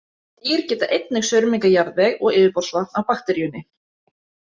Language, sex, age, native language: Icelandic, female, 30-39, Icelandic